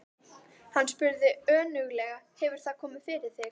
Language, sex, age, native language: Icelandic, female, 12, Icelandic